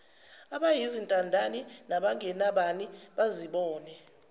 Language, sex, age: Zulu, female, 19